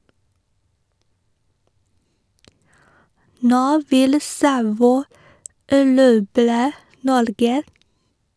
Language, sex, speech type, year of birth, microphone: Norwegian, female, read, 1986, Sennheiser